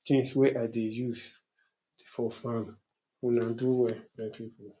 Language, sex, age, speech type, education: Nigerian Pidgin, male, 30-45, spontaneous, tertiary